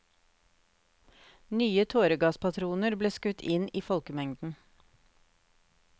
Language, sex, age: Norwegian, female, 48